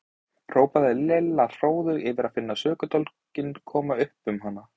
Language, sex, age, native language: Icelandic, male, 20-29, Icelandic